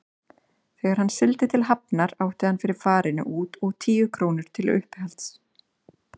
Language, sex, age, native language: Icelandic, female, 30-39, Icelandic